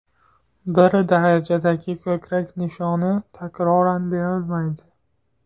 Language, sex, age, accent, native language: Uzbek, male, 18-24, Andijon, Uzbek